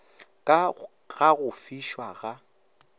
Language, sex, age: Northern Sotho, male, 18